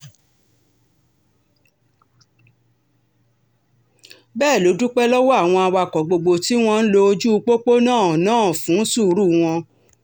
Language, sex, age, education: Yoruba, female, 60+, tertiary